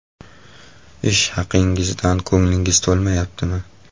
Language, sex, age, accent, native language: Uzbek, male, 19-29, Toshkent shahri, Uzbek